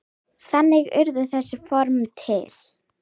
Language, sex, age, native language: Icelandic, female, 10, Icelandic